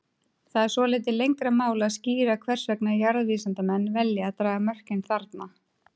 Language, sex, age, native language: Icelandic, female, 30-39, Icelandic